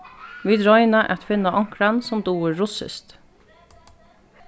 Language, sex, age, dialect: Faroese, female, 15-35, Norðurstreymoy/Eysturoy